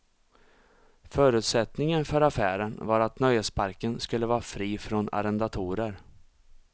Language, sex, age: Swedish, male, 34